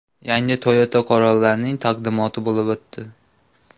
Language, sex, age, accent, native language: Uzbek, male, 18-24, Namangan, Uzbek